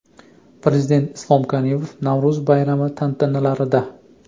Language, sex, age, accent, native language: Uzbek, male, 25-34, Andijon, Uzbek